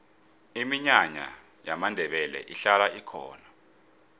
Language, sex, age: South Ndebele, male, 26